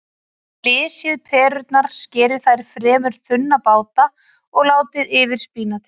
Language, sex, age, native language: Icelandic, female, 40-49, Icelandic